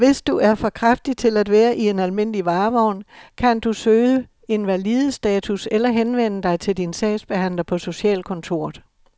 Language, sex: Danish, male